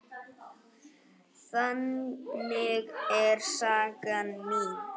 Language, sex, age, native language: Icelandic, male, 9, Icelandic